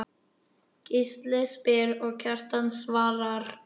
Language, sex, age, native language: Icelandic, male, 9, Icelandic